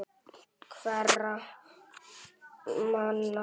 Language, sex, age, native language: Icelandic, male, 9, Icelandic